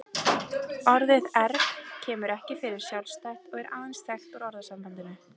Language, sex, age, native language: Icelandic, female, 30-39, Icelandic